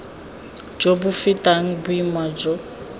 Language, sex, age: Tswana, female, 20